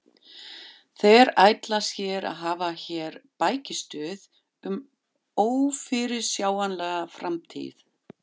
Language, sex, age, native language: Icelandic, female, 50-59, German